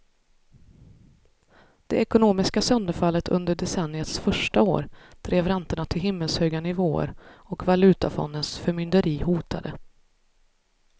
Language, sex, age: Swedish, female, 33